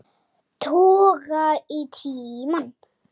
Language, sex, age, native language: Icelandic, female, 7, Icelandic